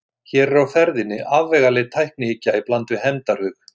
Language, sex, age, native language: Icelandic, male, 60-69, Icelandic